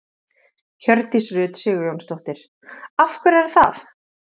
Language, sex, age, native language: Icelandic, female, 30-39, Icelandic